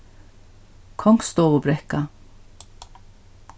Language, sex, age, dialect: Faroese, female, 61+, Norðurstreymoy/Eysturoy